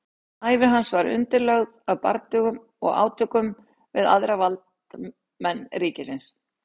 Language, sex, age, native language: Icelandic, female, 60-69, Icelandic